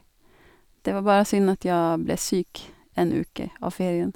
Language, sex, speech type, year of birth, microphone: Norwegian, female, spontaneous, 1982, Sennheiser